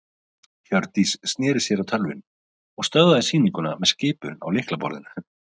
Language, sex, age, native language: Icelandic, male, 30-39, Icelandic